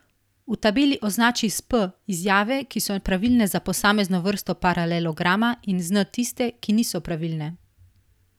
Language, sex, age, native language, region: Slovenian, female, 18-29, Slovenian, Primorsko-notranjska region